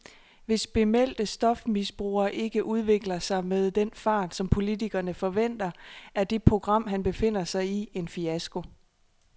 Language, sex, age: Danish, female, 26